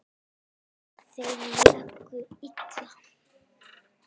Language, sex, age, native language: Icelandic, male, 10, Icelandic